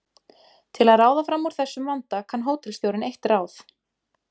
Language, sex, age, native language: Icelandic, female, 20-29, Icelandic